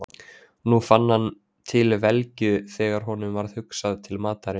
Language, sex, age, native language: Icelandic, male, 20-29, Icelandic